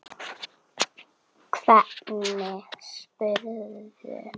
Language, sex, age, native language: Icelandic, female, 6, Icelandic